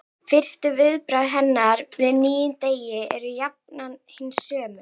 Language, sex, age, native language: Icelandic, female, 11, Icelandic